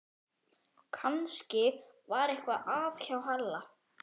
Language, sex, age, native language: Icelandic, female, 11, Icelandic